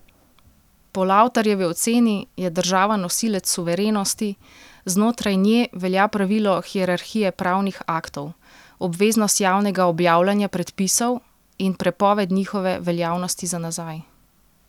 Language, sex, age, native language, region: Slovenian, female, 30-49, Slovenian, Central Slovenia